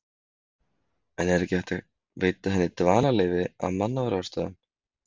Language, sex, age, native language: Icelandic, male, 30-39, Icelandic